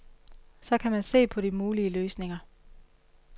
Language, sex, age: Danish, female, 31